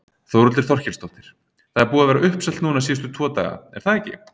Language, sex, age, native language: Icelandic, male, 30-39, Icelandic